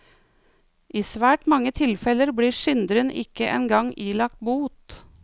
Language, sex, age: Norwegian, female, 49